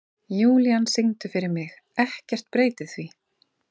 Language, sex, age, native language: Icelandic, female, 40-49, Icelandic